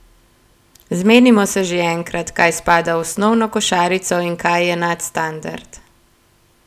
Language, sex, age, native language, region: Slovenian, female, 18-29, Slovenian, Gorenjska region